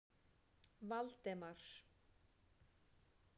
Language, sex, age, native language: Icelandic, female, 40-49, Icelandic